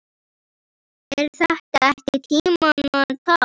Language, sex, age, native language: Icelandic, female, 10, Icelandic